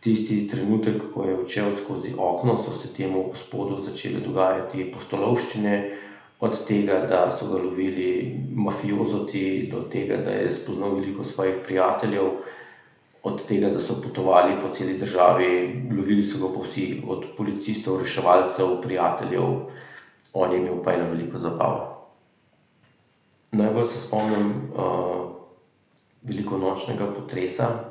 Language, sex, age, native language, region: Slovenian, male, 30-49, Slovenian, Central Slovenia